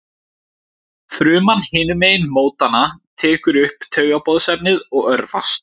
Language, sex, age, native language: Icelandic, male, 17, Icelandic